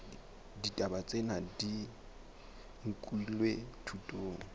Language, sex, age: Southern Sotho, male, 19